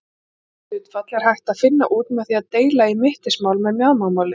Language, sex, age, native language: Icelandic, female, 40-49, Icelandic